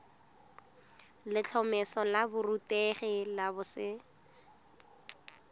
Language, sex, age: Tswana, female, 19